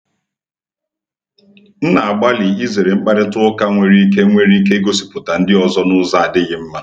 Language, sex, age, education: Igbo, male, 30-45, tertiary